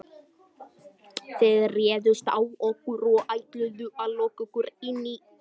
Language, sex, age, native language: Icelandic, male, 11, Icelandic